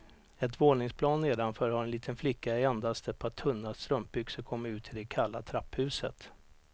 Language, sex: Swedish, male